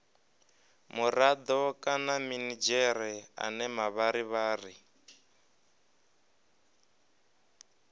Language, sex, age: Venda, male, 23